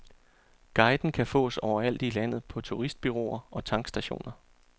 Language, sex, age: Danish, male, 34